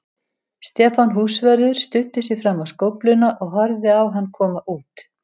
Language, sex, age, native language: Icelandic, female, 70-79, Icelandic